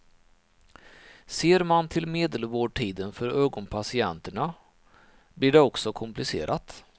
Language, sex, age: Swedish, male, 39